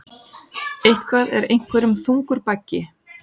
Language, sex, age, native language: Icelandic, female, 40-49, Icelandic